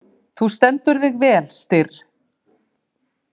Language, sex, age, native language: Icelandic, female, 30-39, Icelandic